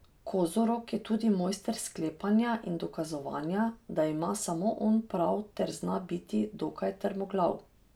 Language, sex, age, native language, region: Slovenian, female, 30-49, Slovenian, Drava region